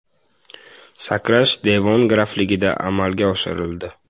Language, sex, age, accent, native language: Uzbek, male, 18-24, Samarqand, Uzbek